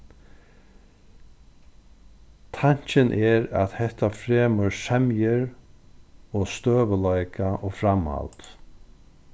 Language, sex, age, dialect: Faroese, male, 36-60, Norðurstreymoy/Eysturoy